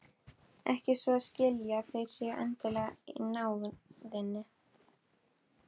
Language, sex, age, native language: Icelandic, female, 12, Icelandic